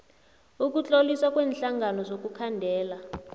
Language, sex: South Ndebele, female